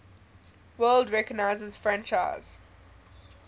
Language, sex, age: English, female, 20